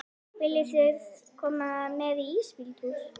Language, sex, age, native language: Icelandic, female, 11, Icelandic